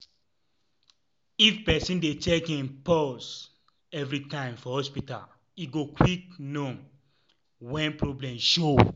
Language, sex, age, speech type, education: Nigerian Pidgin, male, 15-29, spontaneous, tertiary